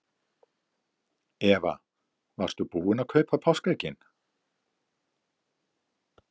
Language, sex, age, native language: Icelandic, male, 70-79, Icelandic